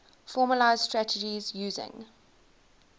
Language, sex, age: English, female, 19